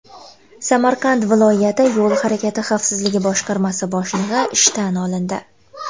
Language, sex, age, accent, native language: Uzbek, female, 19-29, Toshkent viloyati, Uzbek